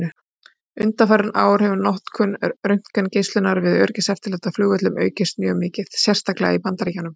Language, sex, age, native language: Icelandic, female, 30-39, Icelandic